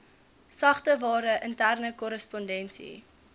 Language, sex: Afrikaans, female